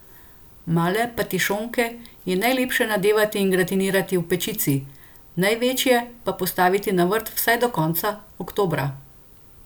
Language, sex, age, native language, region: Slovenian, female, 50-59, Slovenian, Central Slovenia